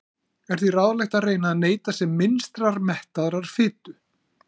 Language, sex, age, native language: Icelandic, male, 40-49, Icelandic